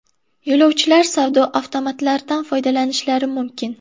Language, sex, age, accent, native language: Uzbek, female, under 19, Buxoro, Uzbek